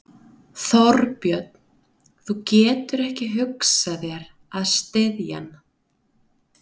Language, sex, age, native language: Icelandic, female, 30-39, Icelandic